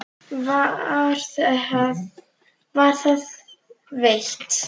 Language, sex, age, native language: Icelandic, female, 9, Icelandic